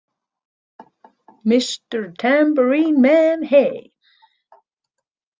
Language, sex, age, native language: Icelandic, female, 30-39, Icelandic